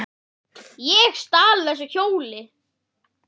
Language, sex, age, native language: Icelandic, male, 10, Icelandic